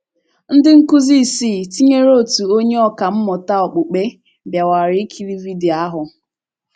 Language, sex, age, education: Igbo, female, 15-29, tertiary